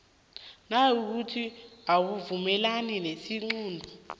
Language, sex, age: South Ndebele, female, 21